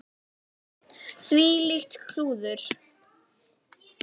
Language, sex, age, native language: Icelandic, female, 10, Icelandic